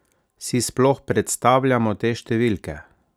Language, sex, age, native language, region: Slovenian, male, 30-49, Slovenian, Savinja region